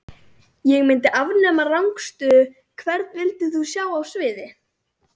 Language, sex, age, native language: Icelandic, male, 40-49, Icelandic